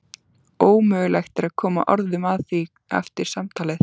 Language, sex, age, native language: Icelandic, female, 14, Icelandic